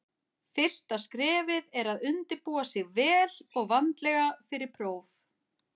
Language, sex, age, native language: Icelandic, female, 40-49, Icelandic